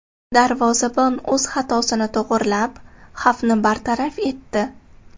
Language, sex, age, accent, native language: Uzbek, female, 18-24, Toshkent shahri, Uzbek